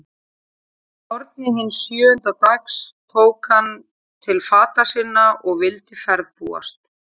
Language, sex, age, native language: Icelandic, female, 40-49, Icelandic